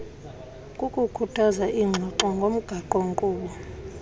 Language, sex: Xhosa, male